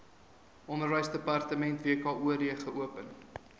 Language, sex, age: Afrikaans, male, 23